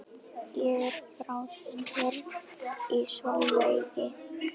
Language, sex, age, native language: Icelandic, female, 11, German